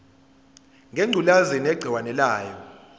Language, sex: Zulu, female